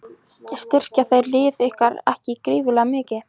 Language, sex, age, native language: Icelandic, female, 14, Icelandic